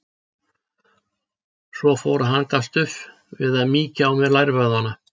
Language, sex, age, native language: Icelandic, male, 60-69, Icelandic